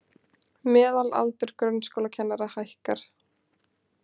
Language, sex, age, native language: Icelandic, female, 20-29, Icelandic